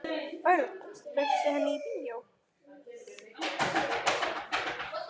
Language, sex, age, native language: Icelandic, female, 10, Icelandic